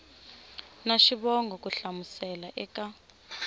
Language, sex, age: Tsonga, female, 25